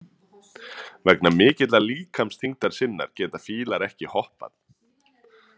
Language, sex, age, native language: Icelandic, male, 30-39, Icelandic